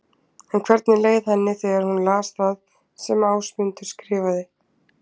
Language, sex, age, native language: Icelandic, female, 20-29, Icelandic